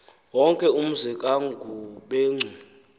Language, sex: Xhosa, male